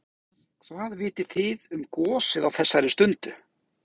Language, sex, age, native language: Icelandic, male, 20-29, Icelandic